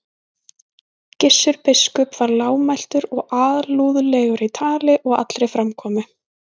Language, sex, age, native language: Icelandic, female, 20-29, Icelandic